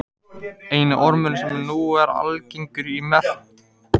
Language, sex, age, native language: Icelandic, male, 18-19, Icelandic